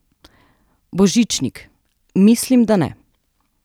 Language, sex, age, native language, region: Slovenian, female, 30-49, Slovenian, Southeast Slovenia